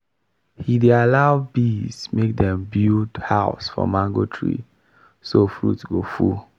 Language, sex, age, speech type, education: Nigerian Pidgin, male, 15-29, spontaneous, tertiary